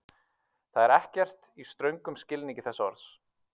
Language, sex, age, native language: Icelandic, male, 30-39, Icelandic